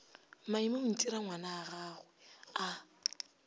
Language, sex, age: Northern Sotho, female, 25